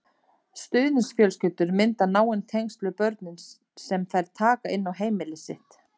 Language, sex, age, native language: Icelandic, female, 30-39, Icelandic